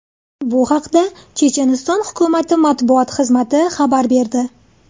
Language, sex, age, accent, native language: Uzbek, female, 19-29, Andijon, Uzbek